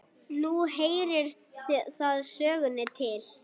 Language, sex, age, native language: Icelandic, male, 8, Icelandic